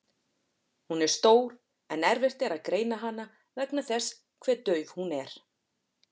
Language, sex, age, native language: Icelandic, female, 40-49, Icelandic